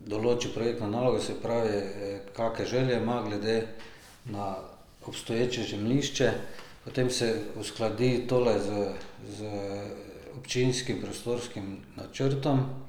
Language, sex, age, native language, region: Slovenian, male, 50-59, Slovenian, Drava region